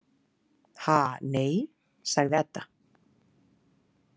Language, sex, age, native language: Icelandic, female, 30-39, Icelandic